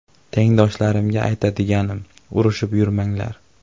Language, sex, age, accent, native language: Uzbek, male, 18-24, Farg'ona, Uzbek